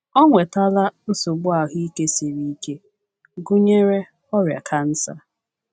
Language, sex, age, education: Igbo, female, 15-29, tertiary